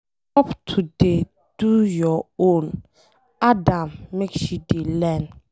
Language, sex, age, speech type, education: Nigerian Pidgin, female, 15-29, read, secondary